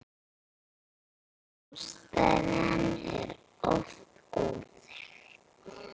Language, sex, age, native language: Icelandic, female, 9, Icelandic